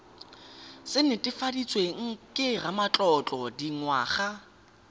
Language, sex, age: Tswana, male, 18